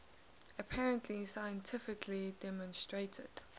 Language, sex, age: English, female, 19